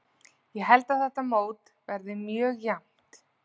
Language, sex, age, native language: Icelandic, female, 40-49, Icelandic